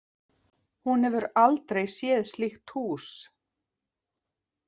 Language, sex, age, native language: Icelandic, female, 50-59, Icelandic